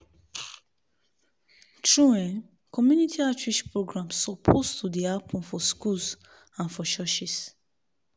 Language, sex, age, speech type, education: Nigerian Pidgin, female, 30-45, spontaneous, tertiary